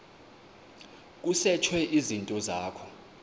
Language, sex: Xhosa, male